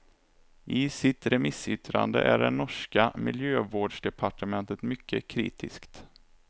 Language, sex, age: Swedish, male, 27